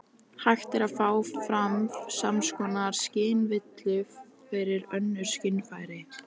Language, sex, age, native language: Icelandic, female, 18-19, Icelandic